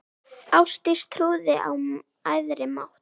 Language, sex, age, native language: Icelandic, female, 9, Icelandic